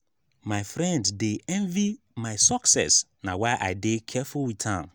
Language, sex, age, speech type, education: Nigerian Pidgin, male, 15-29, spontaneous, tertiary